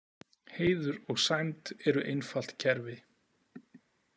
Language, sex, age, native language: Icelandic, male, 40-49, Icelandic